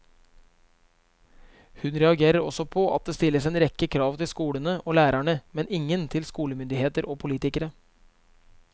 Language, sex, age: Norwegian, male, 23